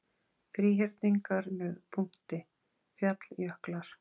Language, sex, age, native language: Icelandic, female, 40-49, Icelandic